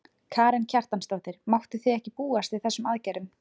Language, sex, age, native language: Icelandic, female, 20-29, Icelandic